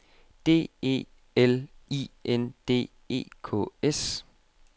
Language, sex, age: Danish, male, 25